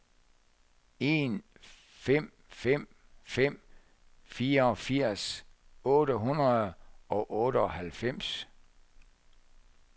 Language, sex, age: Danish, male, 64